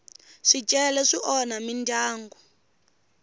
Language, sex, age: Tsonga, female, 19